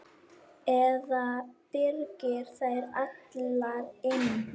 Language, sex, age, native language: Icelandic, female, 9, Icelandic